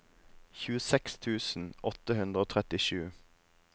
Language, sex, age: Norwegian, male, 26